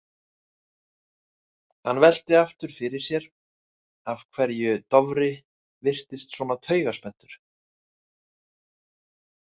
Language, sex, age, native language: Icelandic, male, 30-39, Icelandic